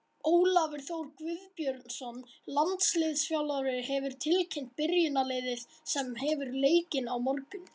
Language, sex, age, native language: Icelandic, male, 18-19, Icelandic